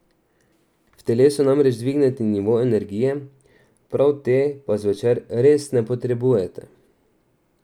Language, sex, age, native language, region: Slovenian, male, 18-29, Slovenian, Drava region